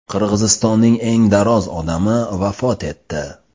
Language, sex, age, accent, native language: Uzbek, male, 25-34, Toshkent shahri, Uzbek